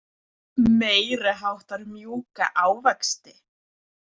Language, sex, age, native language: Icelandic, female, 20-29, Icelandic